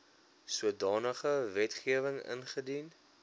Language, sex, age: Afrikaans, male, 21